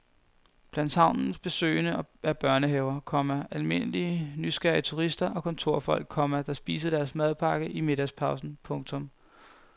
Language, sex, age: Danish, male, 21